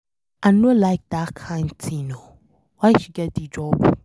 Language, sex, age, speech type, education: Nigerian Pidgin, female, 15-29, read, secondary